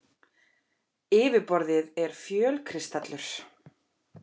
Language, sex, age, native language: Icelandic, female, 30-39, Icelandic